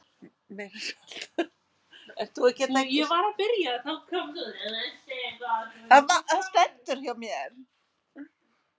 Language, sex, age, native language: Icelandic, female, 50-59, Icelandic